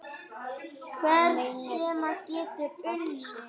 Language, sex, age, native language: Icelandic, female, 8, Icelandic